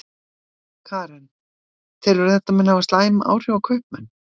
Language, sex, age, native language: Icelandic, female, 60-69, Icelandic